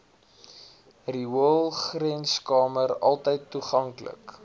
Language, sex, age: Afrikaans, male, 19